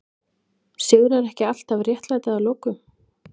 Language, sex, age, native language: Icelandic, female, 20-29, Icelandic